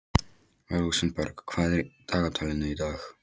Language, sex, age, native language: Icelandic, male, 13, Polish